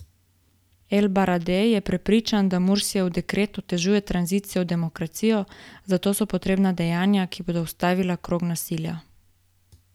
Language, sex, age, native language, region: Slovenian, female, 18-29, Slovenian, Gorica region